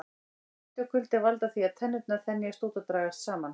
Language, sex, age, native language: Icelandic, female, 18-19, Icelandic